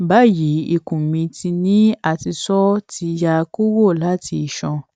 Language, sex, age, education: Yoruba, female, 15-29, tertiary